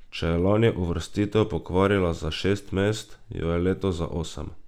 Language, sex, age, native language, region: Slovenian, male, 18-29, Slovenian, Drava region